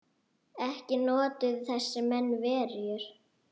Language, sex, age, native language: Icelandic, female, 9, Icelandic